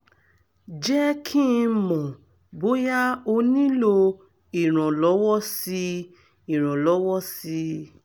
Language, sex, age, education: Yoruba, female, 30-45, tertiary